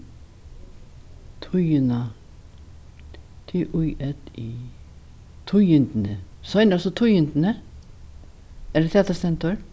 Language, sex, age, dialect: Faroese, female, 61+, Norðurstreymoy/Eysturoy